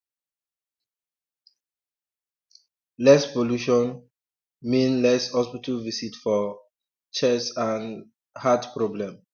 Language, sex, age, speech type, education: Nigerian Pidgin, male, 30-45, spontaneous, tertiary